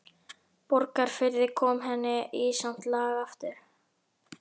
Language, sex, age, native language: Icelandic, male, 11, Icelandic